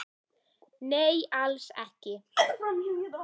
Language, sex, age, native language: Icelandic, female, 18-19, Icelandic